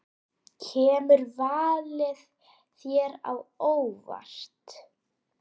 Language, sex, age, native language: Icelandic, female, 8, Icelandic